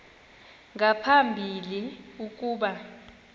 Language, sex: Xhosa, male